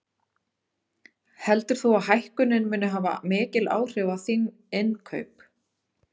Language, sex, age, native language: Icelandic, female, 30-39, Icelandic